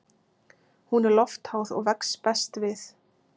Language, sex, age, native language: Icelandic, female, 20-29, Icelandic